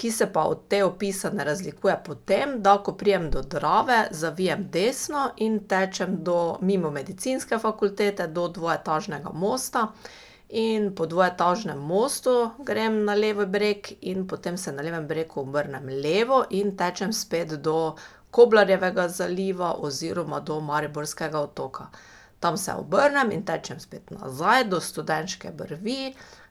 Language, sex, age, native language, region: Slovenian, female, 30-49, Slovenian, Pomurje region